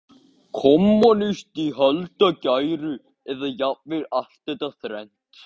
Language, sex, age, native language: Icelandic, male, 13, Icelandic